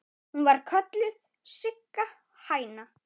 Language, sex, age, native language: Icelandic, male, 9, Icelandic